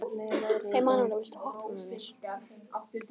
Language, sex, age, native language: Icelandic, female, 14, Icelandic